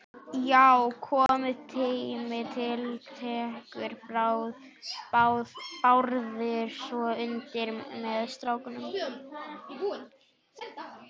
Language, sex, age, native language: Icelandic, male, 11, Icelandic